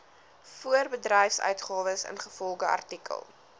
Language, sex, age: Afrikaans, female, 19